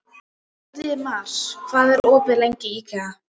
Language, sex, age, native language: Icelandic, female, 12, Icelandic